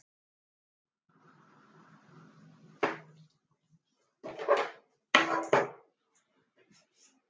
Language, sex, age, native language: Icelandic, female, 50-59, Icelandic